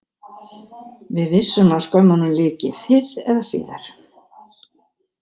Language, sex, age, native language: Icelandic, female, 60-69, Icelandic